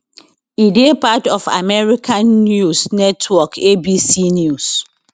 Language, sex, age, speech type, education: Nigerian Pidgin, female, 30-45, spontaneous, tertiary